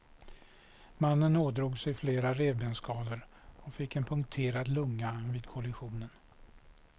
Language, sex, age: Swedish, male, 61